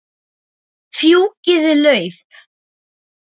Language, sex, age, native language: Icelandic, male, 9, Icelandic